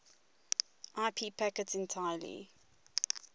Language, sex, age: English, female, 22